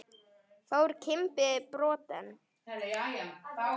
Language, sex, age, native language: Icelandic, male, 9, Icelandic